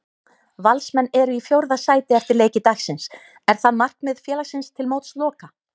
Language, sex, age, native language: Icelandic, female, 30-39, Icelandic